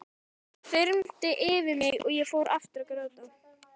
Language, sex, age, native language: Icelandic, female, 13, Icelandic